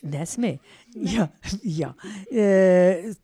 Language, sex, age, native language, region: Slovenian, female, 60+, Slovenian, Pomurje region